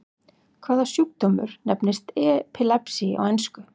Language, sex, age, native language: Icelandic, female, 40-49, Icelandic